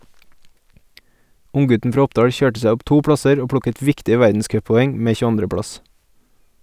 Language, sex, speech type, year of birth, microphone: Norwegian, male, read, 1989, Sennheiser